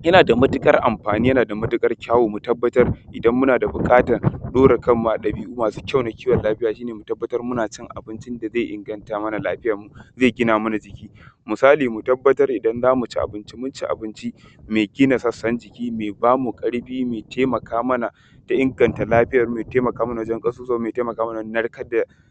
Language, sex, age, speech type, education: Hausa, male, 15-29, spontaneous, tertiary